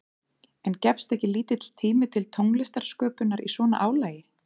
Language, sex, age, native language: Icelandic, female, 30-39, Icelandic